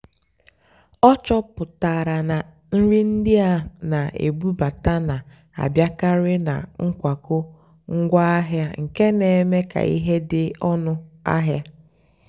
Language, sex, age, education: Igbo, female, 15-29, tertiary